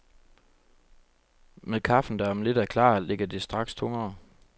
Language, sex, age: Danish, male, 25